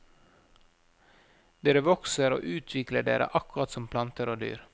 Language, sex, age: Norwegian, male, 37